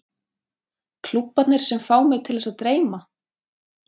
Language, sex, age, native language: Icelandic, female, 30-39, Icelandic